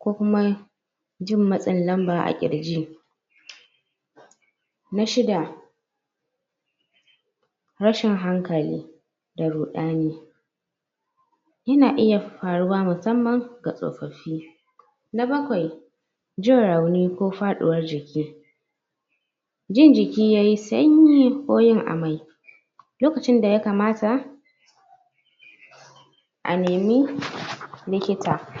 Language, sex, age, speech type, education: Hausa, female, 30-45, spontaneous, tertiary